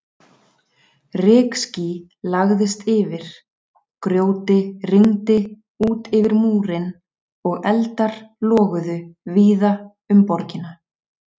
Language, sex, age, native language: Icelandic, female, 30-39, Icelandic